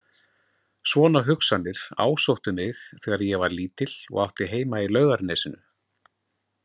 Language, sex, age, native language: Icelandic, male, 40-49, Icelandic